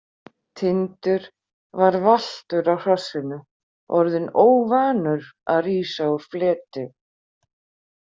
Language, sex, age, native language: Icelandic, female, 50-59, Icelandic